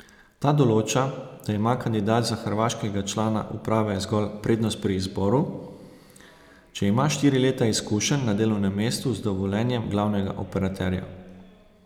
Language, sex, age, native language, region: Slovenian, male, 30-49, Slovenian, Savinja region